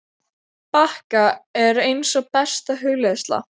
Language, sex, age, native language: Icelandic, female, 12, Icelandic